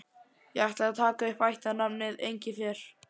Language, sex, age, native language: Icelandic, male, 11, Icelandic